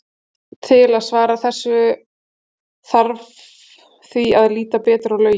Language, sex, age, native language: Icelandic, female, 30-39, Icelandic